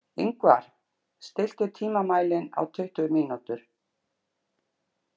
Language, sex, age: Icelandic, female, 60-69